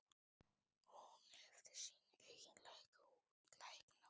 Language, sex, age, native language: Icelandic, male, 12, Icelandic